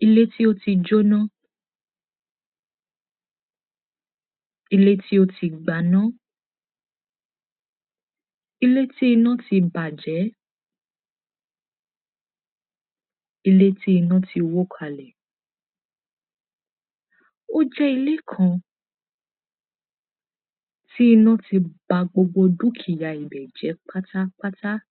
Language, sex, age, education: Yoruba, female, 15-29, secondary